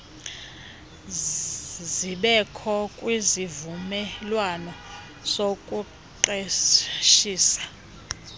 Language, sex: Xhosa, female